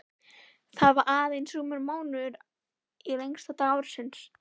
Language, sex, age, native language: Icelandic, female, 11, Icelandic